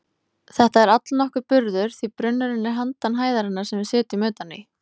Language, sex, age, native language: Icelandic, female, 20-29, Icelandic